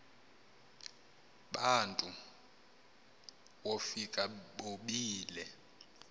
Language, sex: Xhosa, male